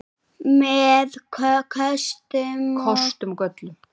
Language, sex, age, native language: Icelandic, male, 7, Icelandic